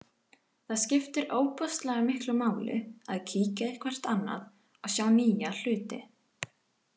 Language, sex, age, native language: Icelandic, female, 18-19, Icelandic